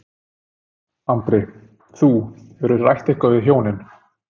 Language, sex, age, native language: Icelandic, male, 30-39, Icelandic